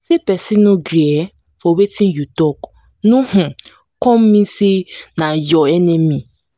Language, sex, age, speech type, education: Nigerian Pidgin, female, 15-29, spontaneous, tertiary